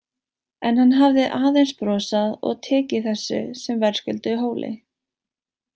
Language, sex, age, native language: Icelandic, female, 18-19, Icelandic